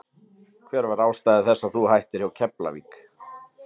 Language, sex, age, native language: Icelandic, male, 30-39, Icelandic